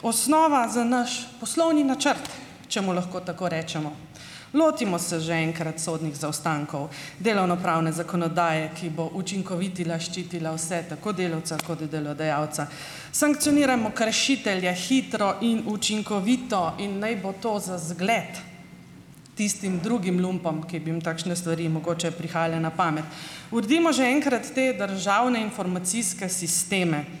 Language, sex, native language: Slovenian, female, Slovenian